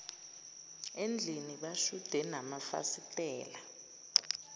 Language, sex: Zulu, female